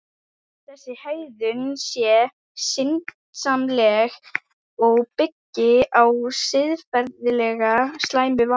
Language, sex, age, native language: Icelandic, female, 11, Icelandic